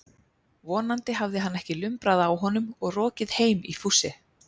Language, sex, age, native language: Icelandic, female, 30-39, Icelandic